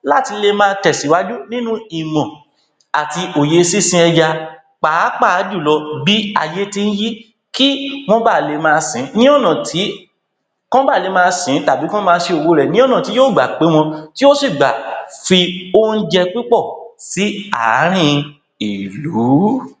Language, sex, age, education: Yoruba, male, 60+, tertiary